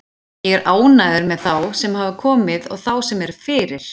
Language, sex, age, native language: Icelandic, female, 40-49, Icelandic